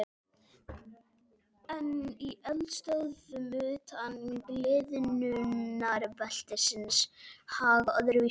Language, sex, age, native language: Icelandic, male, 12, Icelandic